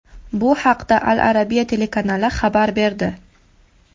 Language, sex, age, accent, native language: Uzbek, female, 19-29, Farg'ona, Uzbek